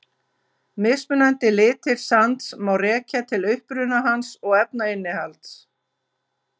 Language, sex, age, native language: Icelandic, female, 50-59, Icelandic